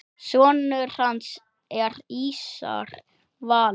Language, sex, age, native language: Icelandic, male, 8, Icelandic